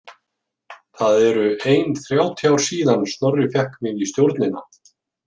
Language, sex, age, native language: Icelandic, male, 50-59, Icelandic